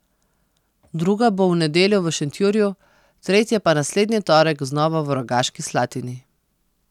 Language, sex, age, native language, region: Slovenian, female, 30-49, Slovenian, Posavska region